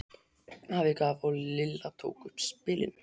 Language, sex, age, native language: Icelandic, male, 12, Icelandic